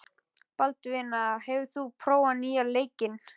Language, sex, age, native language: Icelandic, male, 11, Icelandic